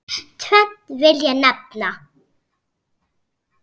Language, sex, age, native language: Icelandic, female, 6, Icelandic